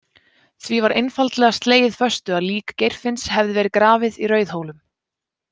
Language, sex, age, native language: Icelandic, female, 20-29, Icelandic